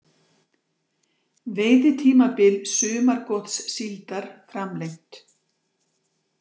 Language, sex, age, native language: Icelandic, female, 60-69, Icelandic